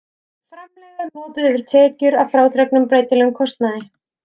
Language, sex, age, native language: Icelandic, female, 30-39, Icelandic